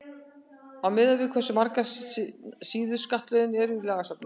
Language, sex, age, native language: Icelandic, female, 60-69, Icelandic